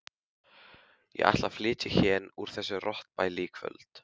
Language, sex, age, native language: Icelandic, male, 15, Icelandic